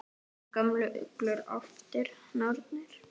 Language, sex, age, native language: Icelandic, female, 10, Icelandic